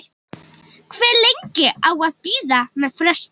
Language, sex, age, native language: Icelandic, female, 18-19, Icelandic